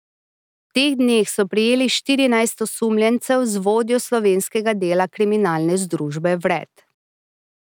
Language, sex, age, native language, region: Slovenian, female, 30-49, Slovenian, Drava region